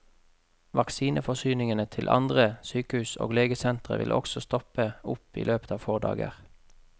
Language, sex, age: Norwegian, male, 33